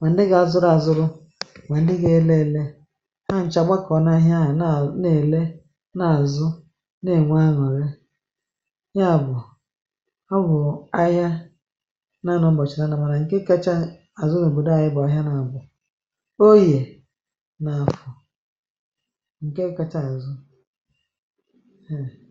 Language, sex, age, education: Igbo, female, 46-60, tertiary